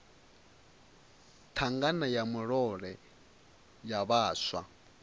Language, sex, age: Venda, male, 22